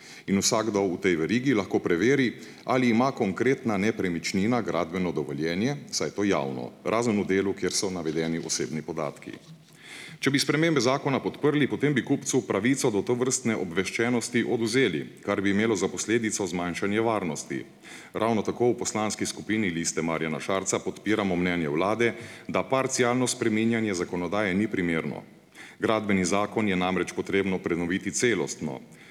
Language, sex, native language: Slovenian, male, Slovenian